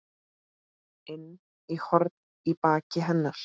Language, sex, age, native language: Icelandic, female, 8, Icelandic